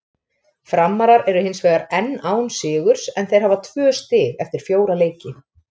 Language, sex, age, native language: Icelandic, female, 30-39, Icelandic